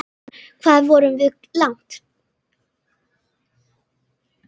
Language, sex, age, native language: Icelandic, female, 10, Icelandic